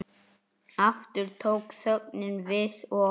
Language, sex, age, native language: Icelandic, male, 9, Icelandic